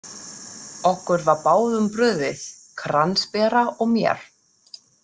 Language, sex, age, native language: Icelandic, female, 30-39, German